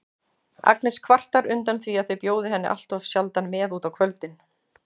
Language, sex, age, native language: Icelandic, female, 40-49, Icelandic